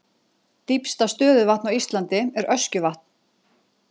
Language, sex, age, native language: Icelandic, female, 40-49, Icelandic